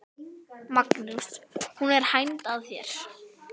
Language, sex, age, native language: Icelandic, female, 11, Icelandic